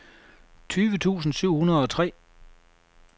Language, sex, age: Danish, male, 33